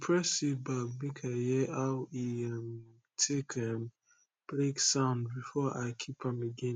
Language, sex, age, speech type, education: Nigerian Pidgin, male, 15-29, spontaneous, tertiary